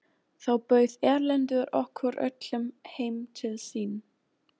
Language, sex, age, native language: Icelandic, female, 20-29, German